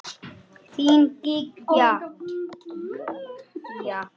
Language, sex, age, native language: Icelandic, male, 9, Icelandic